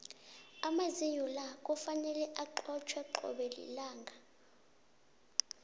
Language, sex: South Ndebele, female